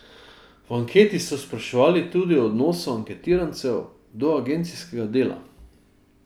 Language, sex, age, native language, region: Slovenian, male, 50-59, Slovenian, Drava region